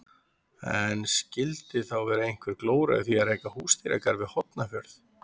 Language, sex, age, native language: Icelandic, male, 40-49, Icelandic